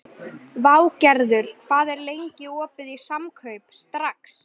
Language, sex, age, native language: Icelandic, female, 12, Icelandic